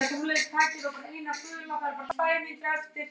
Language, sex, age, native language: Icelandic, male, 9, Icelandic